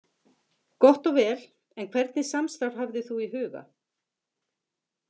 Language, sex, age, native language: Icelandic, female, 50-59, Icelandic